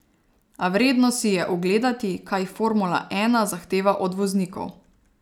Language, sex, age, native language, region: Slovenian, female, 30-49, Slovenian, Savinja region